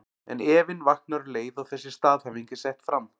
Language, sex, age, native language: Icelandic, male, 40-49, Icelandic